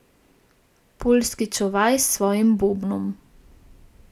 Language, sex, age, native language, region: Slovenian, female, 18-29, Slovenian, Gorenjska region